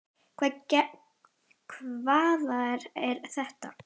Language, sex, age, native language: Icelandic, female, 10, Icelandic